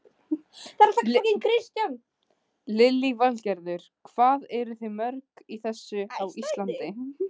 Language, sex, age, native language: Icelandic, female, 15, Icelandic